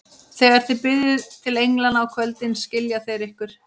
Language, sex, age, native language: Icelandic, female, 30-39, Icelandic